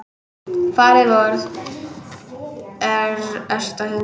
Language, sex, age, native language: Icelandic, female, 18-19, Icelandic